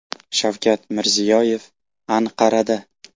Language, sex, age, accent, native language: Uzbek, male, 18-24, Andijon, Uzbek